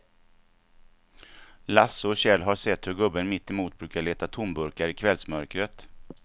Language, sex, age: Swedish, male, 49